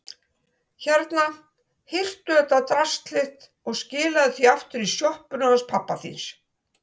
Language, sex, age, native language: Icelandic, female, 60-69, Icelandic